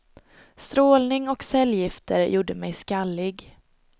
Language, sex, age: Swedish, female, 22